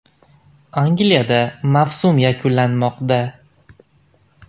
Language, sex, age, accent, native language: Uzbek, male, 19-29, Andijon, Uzbek